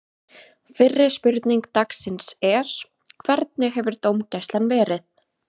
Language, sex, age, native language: Icelandic, female, 20-29, Icelandic